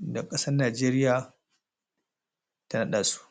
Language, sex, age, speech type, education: Hausa, male, 30-45, spontaneous, tertiary